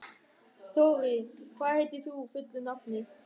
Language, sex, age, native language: Icelandic, male, 13, German